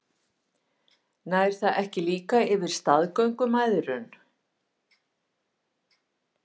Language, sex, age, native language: Icelandic, female, 50-59, Icelandic